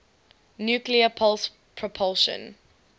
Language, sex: English, female